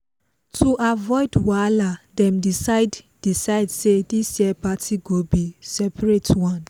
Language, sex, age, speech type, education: Nigerian Pidgin, female, 15-29, spontaneous, tertiary